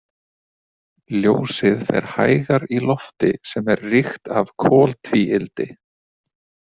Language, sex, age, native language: Icelandic, male, 30-39, Icelandic